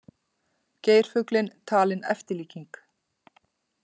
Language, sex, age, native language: Icelandic, female, 40-49, Icelandic